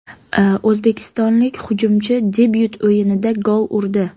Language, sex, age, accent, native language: Uzbek, female, 25-34, Surxondaryo, Uzbek